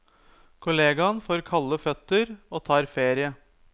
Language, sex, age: Norwegian, male, 30